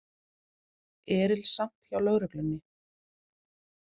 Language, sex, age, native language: Icelandic, female, 40-49, Icelandic